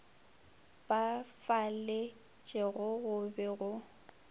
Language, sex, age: Northern Sotho, female, 25